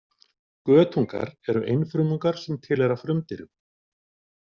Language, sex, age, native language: Icelandic, male, 40-49, Icelandic